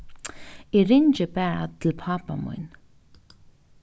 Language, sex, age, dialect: Faroese, female, 15-35, Norðuroyggjar